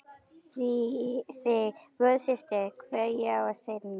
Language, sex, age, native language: Icelandic, female, 11, Icelandic